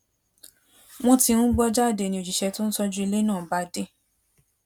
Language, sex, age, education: Yoruba, female, 15-29, tertiary